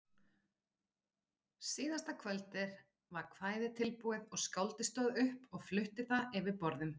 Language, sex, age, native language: Icelandic, female, 40-49, Icelandic